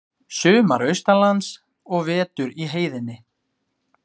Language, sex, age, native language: Icelandic, male, 20-29, Icelandic